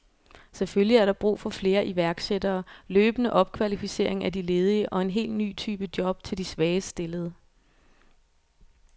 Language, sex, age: Danish, female, 24